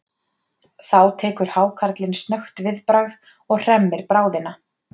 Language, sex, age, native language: Icelandic, female, 30-39, Icelandic